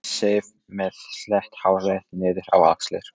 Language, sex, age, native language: Icelandic, male, 14, Polish